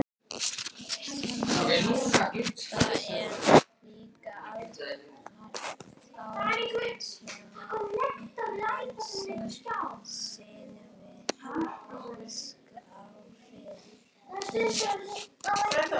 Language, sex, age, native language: Icelandic, female, 11, Icelandic